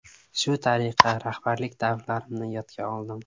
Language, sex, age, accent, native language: Uzbek, male, 18-24, Samarqand, Uzbek